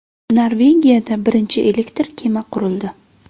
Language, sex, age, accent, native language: Uzbek, female, 18-24, Navoiy, Uzbek